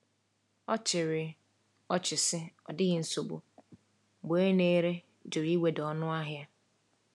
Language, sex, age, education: Igbo, female, 30-45, tertiary